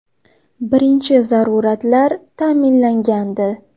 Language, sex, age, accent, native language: Uzbek, female, 18-24, Toshkent shahri, Uzbek